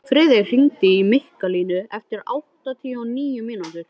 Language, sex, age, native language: Icelandic, male, 13, Icelandic